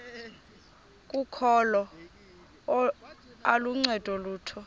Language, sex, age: Xhosa, female, 24